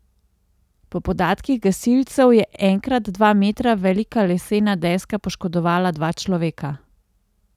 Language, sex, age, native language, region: Slovenian, female, 30-49, Slovenian, Central Slovenia